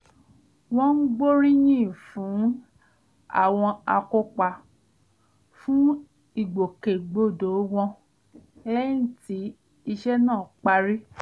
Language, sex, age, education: Yoruba, female, 30-45, tertiary